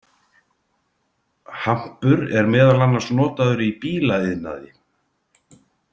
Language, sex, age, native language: Icelandic, male, 50-59, Icelandic